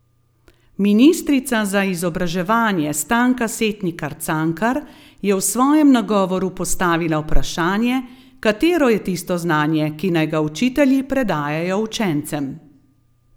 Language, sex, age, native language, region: Slovenian, female, 50-59, Slovenian, Gorenjska region